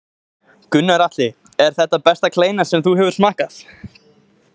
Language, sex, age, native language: Icelandic, male, 20-29, Icelandic